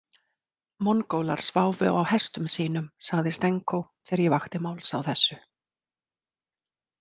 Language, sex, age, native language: Icelandic, female, 50-59, Icelandic